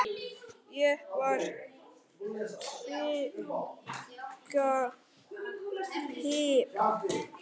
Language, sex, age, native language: Icelandic, male, 10, Icelandic